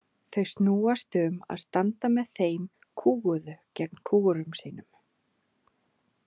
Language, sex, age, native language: Icelandic, female, 30-39, Icelandic